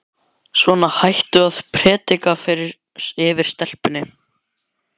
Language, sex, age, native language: Icelandic, male, 11, Icelandic